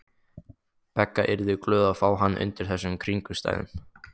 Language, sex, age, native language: Icelandic, male, 15, Icelandic